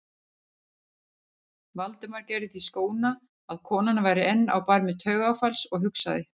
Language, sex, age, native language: Icelandic, female, 50-59, Icelandic